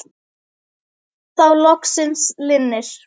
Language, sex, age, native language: Icelandic, female, 10, Icelandic